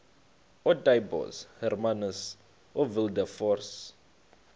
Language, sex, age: Xhosa, male, 35